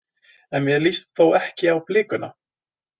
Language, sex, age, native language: Icelandic, male, 20-29, Icelandic